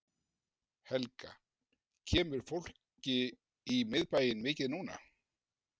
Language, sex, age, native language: Icelandic, male, 60-69, Icelandic